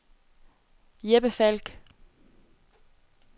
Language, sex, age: Danish, female, 18